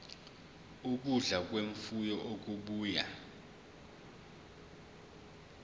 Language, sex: Zulu, male